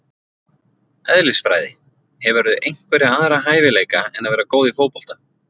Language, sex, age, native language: Icelandic, male, 40-49, Icelandic